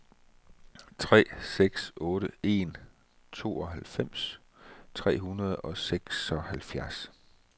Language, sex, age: Danish, male, 34